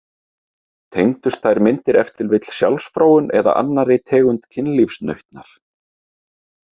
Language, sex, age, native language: Icelandic, male, 30-39, Icelandic